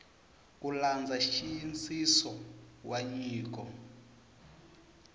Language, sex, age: Tsonga, male, 24